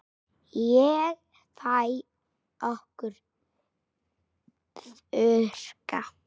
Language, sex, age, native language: Icelandic, female, 9, Icelandic